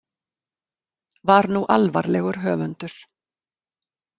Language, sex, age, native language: Icelandic, female, 50-59, Icelandic